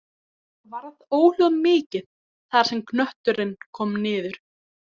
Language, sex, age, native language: Icelandic, female, 18-19, Icelandic